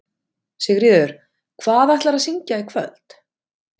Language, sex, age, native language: Icelandic, female, 50-59, Icelandic